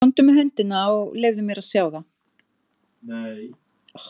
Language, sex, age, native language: Icelandic, female, 50-59, Icelandic